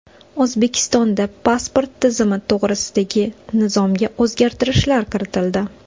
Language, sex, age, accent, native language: Uzbek, female, 25-34, Toshkent shahri, Uzbek